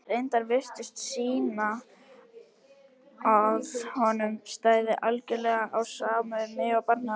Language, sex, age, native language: Icelandic, female, 70-79, Icelandic